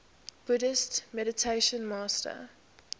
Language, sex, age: English, female, 21